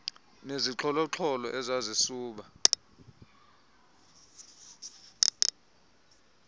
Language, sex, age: Xhosa, male, 24